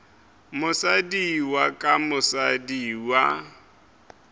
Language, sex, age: Northern Sotho, male, 23